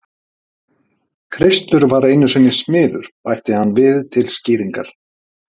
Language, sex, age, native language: Icelandic, male, 50-59, Icelandic